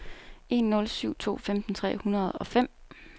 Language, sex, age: Danish, female, 29